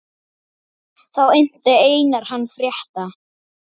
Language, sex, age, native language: Icelandic, female, 8, Icelandic